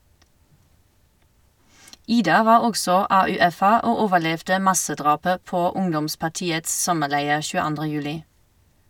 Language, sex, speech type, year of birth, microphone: Norwegian, female, read, 1971, Shure